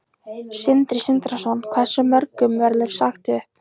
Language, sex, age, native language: Icelandic, female, 14, Icelandic